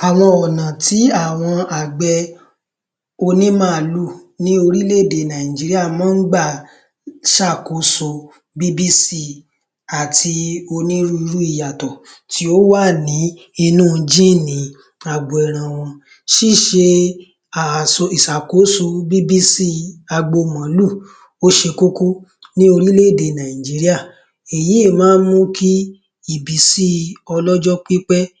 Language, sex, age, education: Yoruba, male, 15-29, tertiary